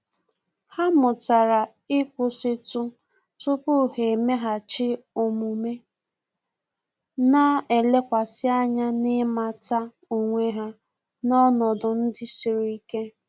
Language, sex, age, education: Igbo, female, 15-29, tertiary